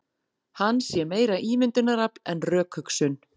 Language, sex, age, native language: Icelandic, female, 40-49, Icelandic